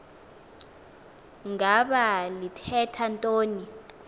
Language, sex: Xhosa, female